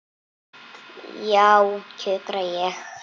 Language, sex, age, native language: Icelandic, male, 8, Icelandic